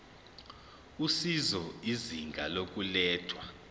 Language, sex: Zulu, male